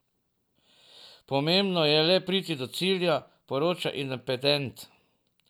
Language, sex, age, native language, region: Slovenian, male, 50-59, Slovenian, Drava region